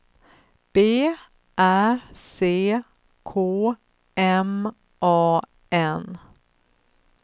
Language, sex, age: Swedish, female, 35